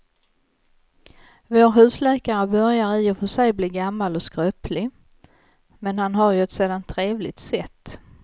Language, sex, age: Swedish, female, 55